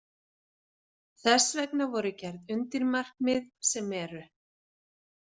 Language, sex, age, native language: Icelandic, female, 40-49, Icelandic